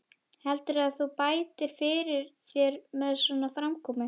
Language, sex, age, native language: Icelandic, female, 11, Icelandic